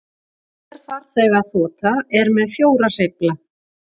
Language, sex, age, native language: Icelandic, female, 40-49, Icelandic